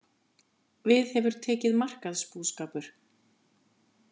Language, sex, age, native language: Icelandic, female, 50-59, Icelandic